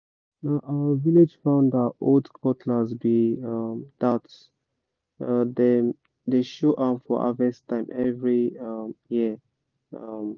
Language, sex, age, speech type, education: Nigerian Pidgin, male, 15-29, spontaneous, tertiary